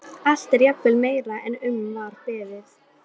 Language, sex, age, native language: Icelandic, female, 12, Icelandic